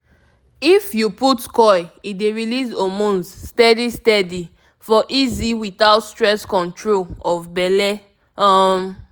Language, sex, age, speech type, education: Nigerian Pidgin, female, 15-29, spontaneous, tertiary